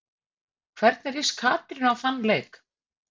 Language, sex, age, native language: Icelandic, female, 50-59, Icelandic